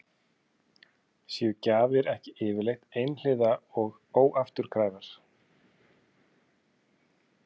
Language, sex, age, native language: Icelandic, male, 30-39, Icelandic